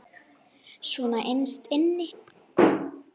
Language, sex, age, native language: Icelandic, female, 9, Icelandic